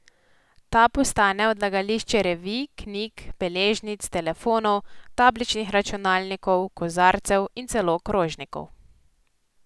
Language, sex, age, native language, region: Slovenian, female, 18-29, Slovenian, Posavska region